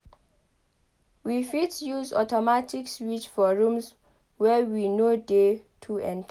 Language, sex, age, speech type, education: Nigerian Pidgin, female, 15-29, read, tertiary